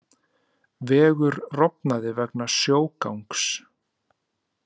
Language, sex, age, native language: Icelandic, male, 30-39, Icelandic